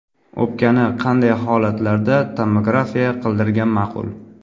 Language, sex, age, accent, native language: Uzbek, male, 25-34, Navoiy, Uzbek